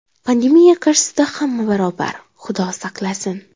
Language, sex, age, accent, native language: Uzbek, female, 12-17, Xorazm, Uzbek